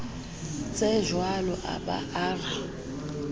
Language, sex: Southern Sotho, female